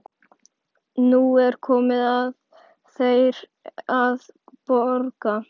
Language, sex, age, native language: Icelandic, male, 11, Icelandic